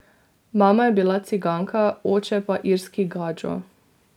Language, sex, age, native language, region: Slovenian, female, 18-29, Slovenian, Drava region